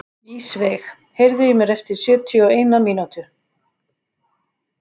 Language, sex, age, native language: Icelandic, female, 40-49, Icelandic